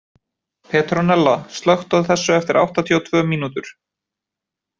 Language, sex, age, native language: Icelandic, male, 20-29, Icelandic